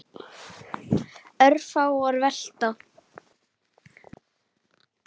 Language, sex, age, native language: Icelandic, female, 9, Icelandic